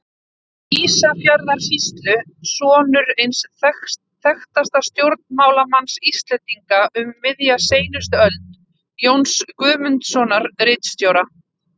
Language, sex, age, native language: Icelandic, female, 30-39, Icelandic